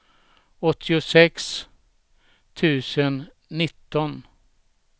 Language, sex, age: Swedish, male, 67